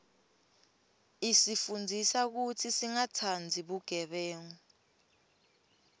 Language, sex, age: Swati, female, 21